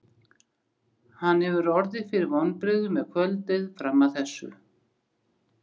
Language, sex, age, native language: Icelandic, female, 60-69, Icelandic